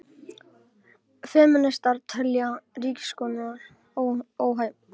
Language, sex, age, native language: Icelandic, male, 18-19, Icelandic